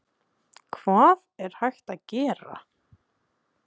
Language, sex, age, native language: Icelandic, female, 20-29, Icelandic